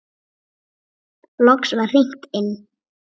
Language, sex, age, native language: Icelandic, female, 7, Icelandic